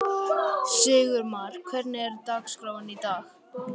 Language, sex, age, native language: Icelandic, male, 12, Icelandic